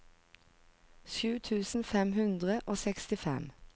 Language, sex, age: Norwegian, female, 45